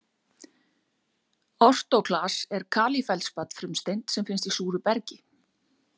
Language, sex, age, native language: Icelandic, female, 40-49, Icelandic